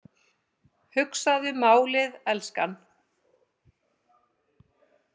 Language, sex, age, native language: Icelandic, female, 50-59, Icelandic